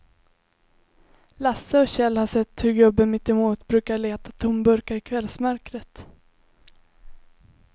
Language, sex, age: Swedish, female, 21